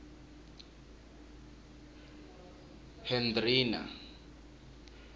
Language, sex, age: South Ndebele, male, 23